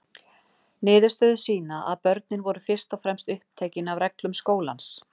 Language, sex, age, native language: Icelandic, female, 40-49, Icelandic